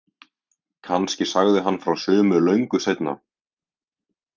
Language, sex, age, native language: Icelandic, male, 18-19, Icelandic